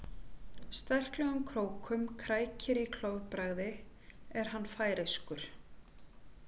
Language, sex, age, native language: Icelandic, female, 40-49, Icelandic